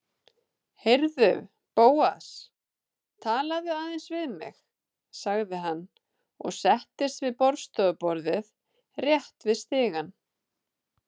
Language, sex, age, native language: Icelandic, female, 30-39, Icelandic